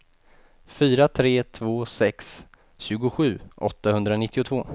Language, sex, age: Swedish, male, 28